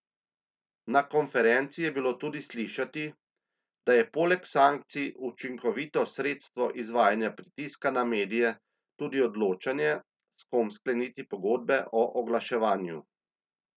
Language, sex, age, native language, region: Slovenian, male, 30-49, Slovenian, Central Slovenia